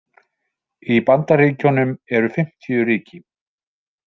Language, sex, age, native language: Icelandic, male, 40-49, Icelandic